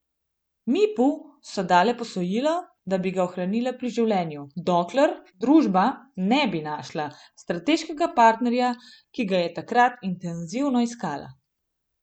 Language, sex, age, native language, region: Slovenian, female, 18-29, Slovenian, Gorenjska region